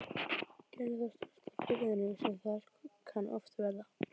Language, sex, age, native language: Icelandic, female, 12, Icelandic